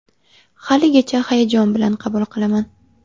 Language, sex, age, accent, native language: Uzbek, female, 18-24, Sirdaryo, Uzbek